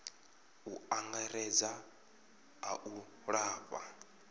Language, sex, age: Venda, male, 33